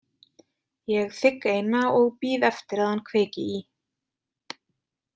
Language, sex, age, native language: Icelandic, female, 20-29, Icelandic